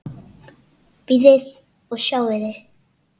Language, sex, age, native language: Icelandic, female, 7, Icelandic